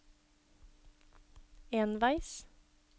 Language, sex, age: Norwegian, female, 26